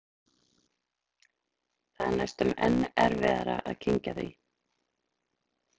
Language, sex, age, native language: Icelandic, female, 40-49, Icelandic